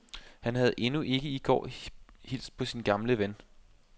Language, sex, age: Danish, male, 25